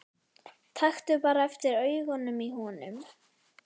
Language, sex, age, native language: Icelandic, female, 11, Icelandic